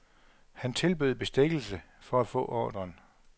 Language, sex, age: Danish, male, 42